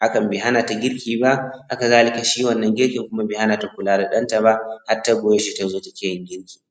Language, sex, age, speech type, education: Hausa, male, 15-29, spontaneous, tertiary